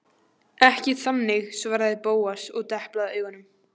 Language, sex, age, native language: Icelandic, female, 14, Icelandic